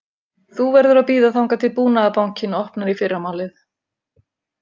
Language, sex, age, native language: Icelandic, female, 50-59, Icelandic